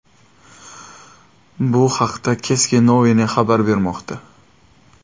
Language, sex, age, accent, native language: Uzbek, male, 25-34, Xorazm, Uzbek